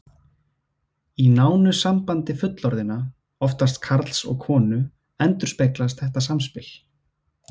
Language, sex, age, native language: Icelandic, male, 20-29, Icelandic